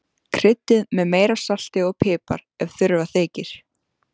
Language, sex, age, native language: Icelandic, female, 14, Icelandic